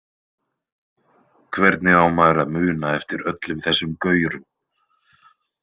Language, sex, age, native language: Icelandic, male, 20-29, Icelandic